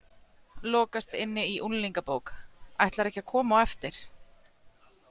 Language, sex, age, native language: Icelandic, female, 30-39, Icelandic